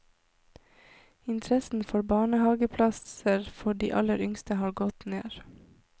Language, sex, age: Norwegian, female, 26